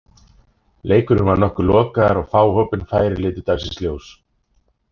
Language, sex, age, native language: Icelandic, male, 30-39, Icelandic